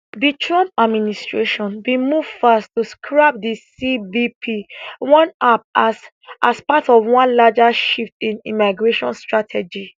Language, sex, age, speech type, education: Nigerian Pidgin, female, 15-29, spontaneous, tertiary